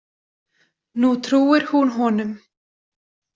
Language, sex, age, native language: Icelandic, female, 20-29, Icelandic